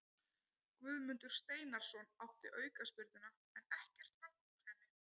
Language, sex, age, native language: Icelandic, female, 30-39, Icelandic